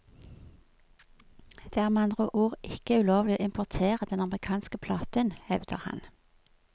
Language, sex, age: Norwegian, female, 46